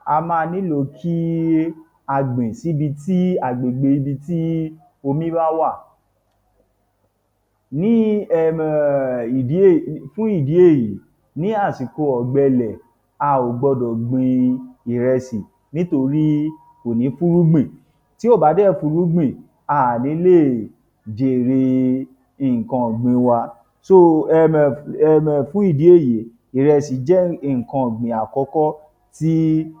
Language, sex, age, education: Yoruba, male, 30-45, tertiary